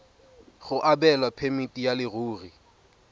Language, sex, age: Tswana, male, 22